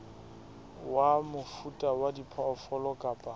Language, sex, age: Southern Sotho, male, 20